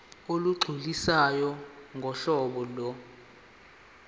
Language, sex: Zulu, male